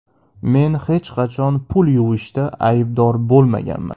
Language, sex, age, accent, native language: Uzbek, male, 18-24, Andijon, Uzbek